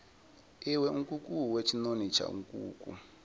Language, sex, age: Venda, male, 22